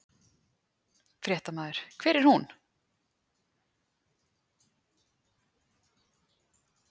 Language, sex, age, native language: Icelandic, female, 30-39, Icelandic